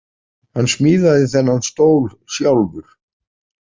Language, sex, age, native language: Icelandic, male, 40-49, Icelandic